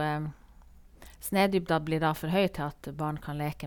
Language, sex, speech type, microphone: Norwegian, female, spontaneous, Sennheiser